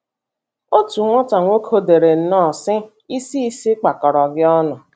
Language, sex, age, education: Igbo, female, 30-45, tertiary